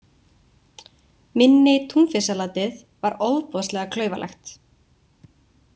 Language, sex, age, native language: Icelandic, female, 20-29, Icelandic